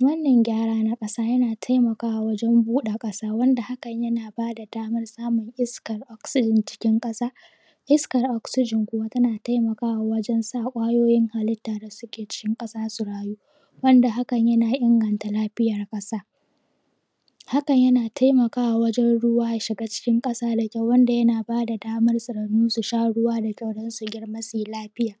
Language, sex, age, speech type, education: Hausa, female, 15-29, spontaneous, primary